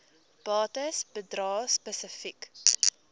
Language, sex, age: Afrikaans, female, 18